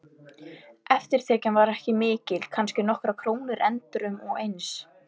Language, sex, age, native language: Icelandic, female, 11, Icelandic